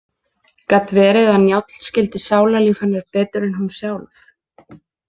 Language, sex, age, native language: Icelandic, female, 20-29, Icelandic